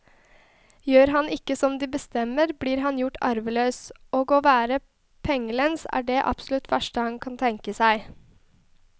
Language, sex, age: Norwegian, female, 21